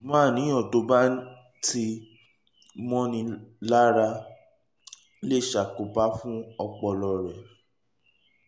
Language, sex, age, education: Yoruba, male, 30-45, tertiary